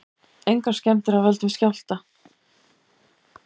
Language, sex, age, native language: Icelandic, female, 70-79, Icelandic